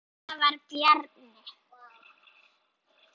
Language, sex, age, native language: Icelandic, female, 7, Icelandic